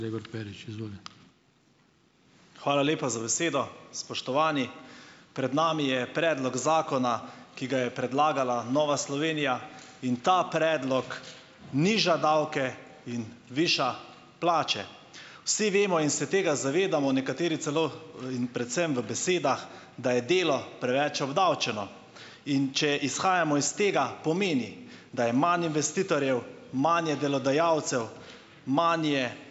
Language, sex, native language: Slovenian, male, Slovenian